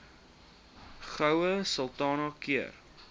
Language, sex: Afrikaans, male